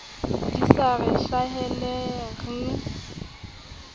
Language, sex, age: Southern Sotho, female, 25